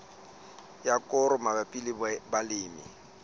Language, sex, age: Southern Sotho, male, 35